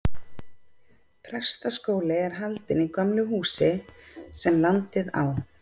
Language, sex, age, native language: Icelandic, female, 50-59, Icelandic